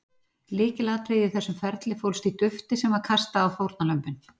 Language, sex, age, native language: Icelandic, female, 40-49, Icelandic